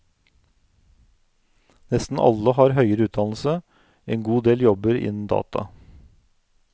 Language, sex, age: Norwegian, male, 49